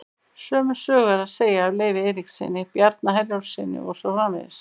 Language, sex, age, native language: Icelandic, female, 50-59, Icelandic